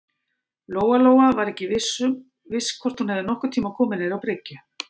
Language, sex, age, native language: Icelandic, female, 50-59, Icelandic